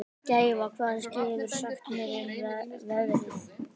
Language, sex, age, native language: Icelandic, female, 18-19, Icelandic